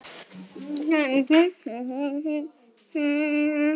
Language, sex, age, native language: Icelandic, female, 7, Icelandic